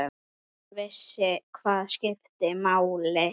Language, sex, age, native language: Icelandic, male, 8, Icelandic